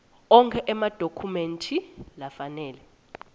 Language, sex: Swati, female